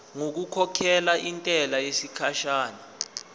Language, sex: Zulu, male